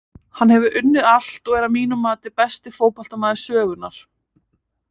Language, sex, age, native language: Icelandic, female, 20-29, Icelandic